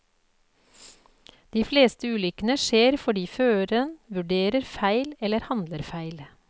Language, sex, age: Norwegian, female, 48